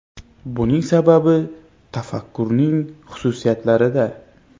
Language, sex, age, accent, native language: Uzbek, male, 25-34, Xorazm, Uzbek